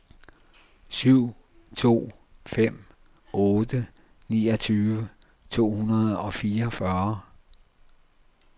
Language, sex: Danish, male